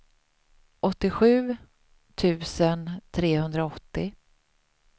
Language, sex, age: Swedish, female, 38